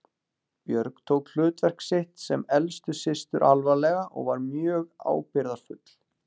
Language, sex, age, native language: Icelandic, male, 40-49, Icelandic